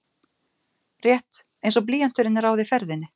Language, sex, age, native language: Icelandic, female, 50-59, Icelandic